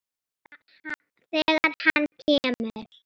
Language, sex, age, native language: Icelandic, female, 8, Icelandic